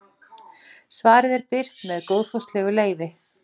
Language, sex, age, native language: Icelandic, female, 40-49, Icelandic